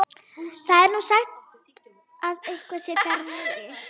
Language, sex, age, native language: Icelandic, female, 12, Icelandic